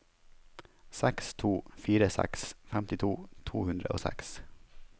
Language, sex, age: Norwegian, male, 21